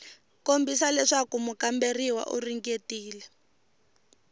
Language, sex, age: Tsonga, female, 19